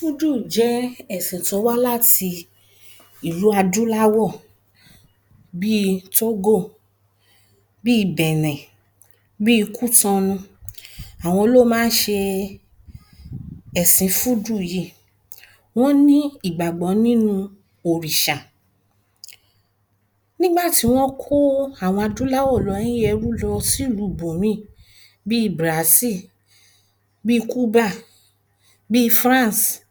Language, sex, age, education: Yoruba, female, 30-45, primary